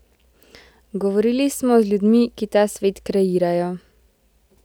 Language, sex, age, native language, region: Slovenian, female, 18-29, Slovenian, Central Slovenia